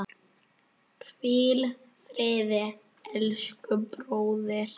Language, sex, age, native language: Icelandic, male, 9, Icelandic